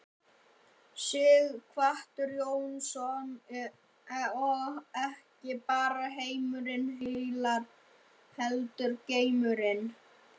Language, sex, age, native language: Icelandic, male, 11, Icelandic